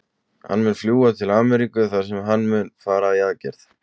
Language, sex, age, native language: Icelandic, male, 20-29, Icelandic